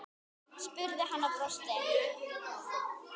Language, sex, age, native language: Icelandic, female, 10, Icelandic